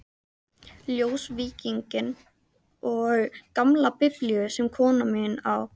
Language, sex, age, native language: Icelandic, female, 13, Icelandic